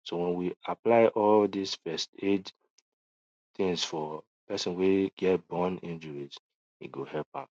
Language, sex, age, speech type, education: Nigerian Pidgin, male, 15-29, spontaneous, tertiary